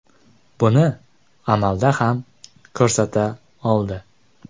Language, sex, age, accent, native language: Uzbek, male, 18-24, Jizzax, Uzbek